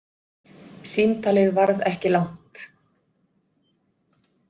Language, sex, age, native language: Icelandic, female, 50-59, Icelandic